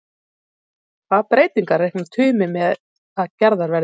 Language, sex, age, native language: Icelandic, female, 30-39, Icelandic